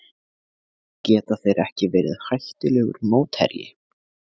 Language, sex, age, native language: Icelandic, male, 20-29, Icelandic